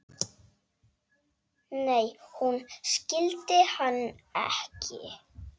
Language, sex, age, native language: Icelandic, male, 7, Icelandic